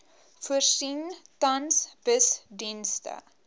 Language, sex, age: Afrikaans, female, 20